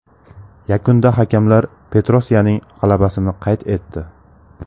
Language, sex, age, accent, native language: Uzbek, male, 18-24, Samarqand, Uzbek